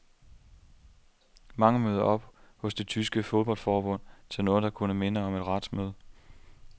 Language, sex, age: Danish, male, 27